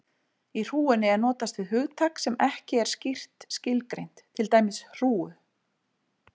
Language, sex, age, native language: Icelandic, female, 40-49, Icelandic